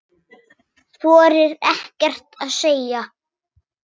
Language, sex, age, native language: Icelandic, male, 6, Icelandic